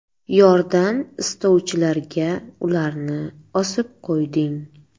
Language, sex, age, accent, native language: Uzbek, female, 25-34, Surxondaryo, Uzbek